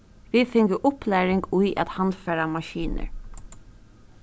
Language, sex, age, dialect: Faroese, female, 15-35, Suðurstreymoy